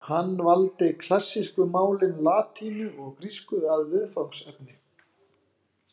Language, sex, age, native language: Icelandic, male, 40-49, Icelandic